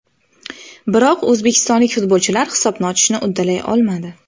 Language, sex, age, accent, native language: Uzbek, female, 19-29, Farg'ona, Uzbek